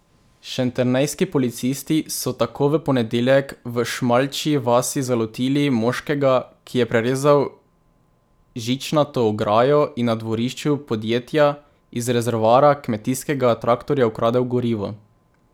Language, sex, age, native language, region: Slovenian, male, 18-29, Slovenian, Drava region